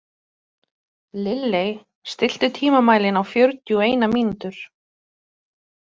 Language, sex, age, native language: Icelandic, female, 30-39, Icelandic